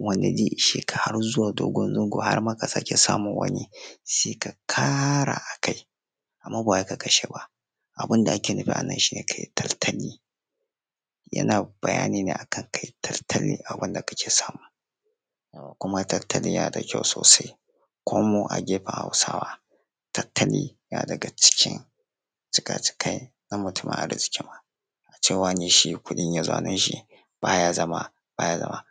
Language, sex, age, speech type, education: Hausa, male, 15-29, spontaneous, secondary